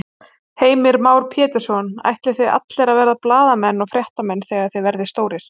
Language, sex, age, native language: Icelandic, female, 30-39, Icelandic